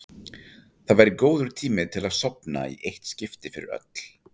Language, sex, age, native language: Icelandic, male, 40-49, Icelandic